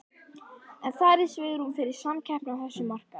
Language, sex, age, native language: Icelandic, female, 11, Icelandic